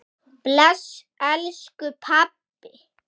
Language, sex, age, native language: Icelandic, male, 6, Icelandic